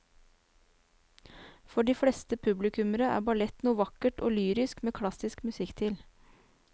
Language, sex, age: Norwegian, female, 29